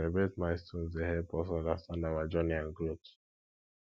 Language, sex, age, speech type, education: Nigerian Pidgin, male, 15-29, spontaneous, tertiary